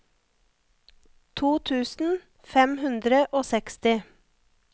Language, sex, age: Norwegian, female, 34